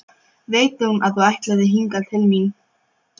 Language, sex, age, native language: Icelandic, female, 12, Polish